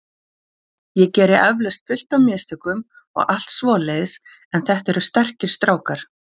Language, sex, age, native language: Icelandic, female, 40-49, Icelandic